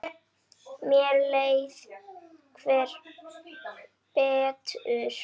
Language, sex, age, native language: Icelandic, female, 9, Icelandic